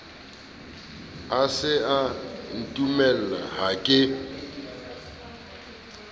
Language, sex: Southern Sotho, male